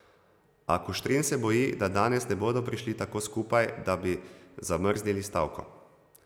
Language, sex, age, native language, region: Slovenian, male, 30-49, Slovenian, Zasavska region